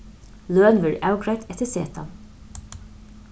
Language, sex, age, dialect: Faroese, female, 36-60, Suðurstreymoy